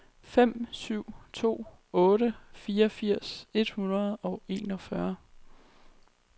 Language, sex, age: Danish, female, 23